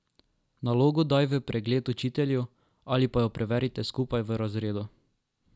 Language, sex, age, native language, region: Slovenian, male, 12-17, Slovenian, Drava region